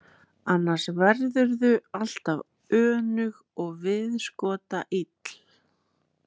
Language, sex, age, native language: Icelandic, female, 30-39, Icelandic